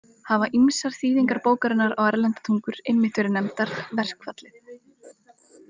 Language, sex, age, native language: Icelandic, female, 20-29, Icelandic